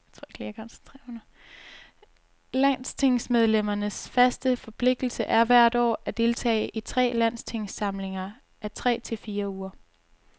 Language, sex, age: Danish, female, 22